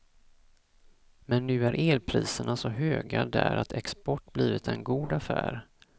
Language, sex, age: Swedish, male, 34